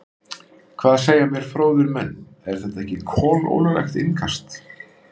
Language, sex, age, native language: Icelandic, male, 50-59, Icelandic